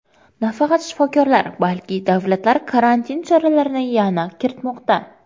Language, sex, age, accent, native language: Uzbek, female, under 19, Qoraqalpog'iston, Karakalpak